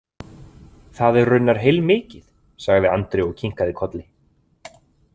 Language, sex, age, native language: Icelandic, male, 20-29, Icelandic